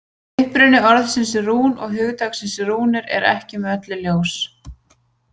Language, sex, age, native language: Icelandic, female, 20-29, Icelandic